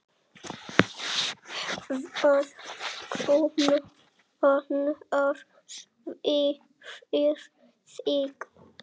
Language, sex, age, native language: Icelandic, male, 7, Icelandic